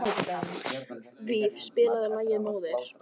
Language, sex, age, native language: Icelandic, other, 18-19, Icelandic